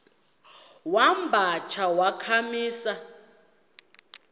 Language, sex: Xhosa, female